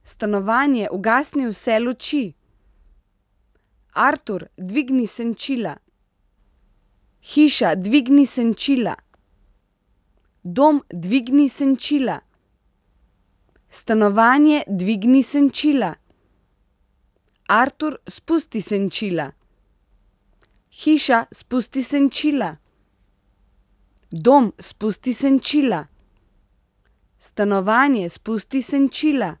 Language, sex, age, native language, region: Slovenian, female, 30-49, Slovenian, Central Slovenia